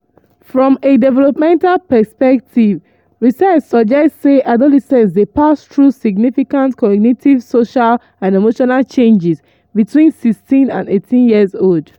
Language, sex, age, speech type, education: Nigerian Pidgin, female, 15-29, spontaneous, tertiary